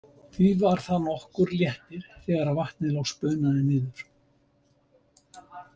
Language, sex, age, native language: Icelandic, male, 70-79, Icelandic